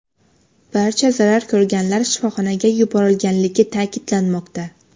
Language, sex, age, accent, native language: Uzbek, female, under 19, Xorazm, Uzbek